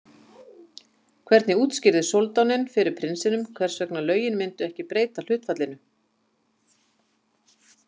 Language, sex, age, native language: Icelandic, female, 50-59, Icelandic